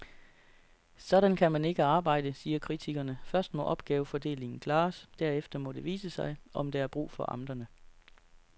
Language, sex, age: Danish, male, 33